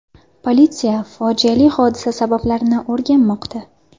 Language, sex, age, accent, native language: Uzbek, female, 18-24, Farg'ona, Uzbek